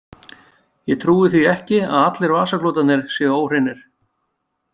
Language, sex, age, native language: Icelandic, male, 50-59, Icelandic